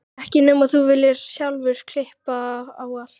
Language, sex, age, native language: Icelandic, female, 13, Icelandic